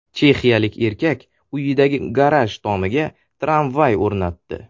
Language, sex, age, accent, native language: Uzbek, male, 18-24, Sirdaryo, Uzbek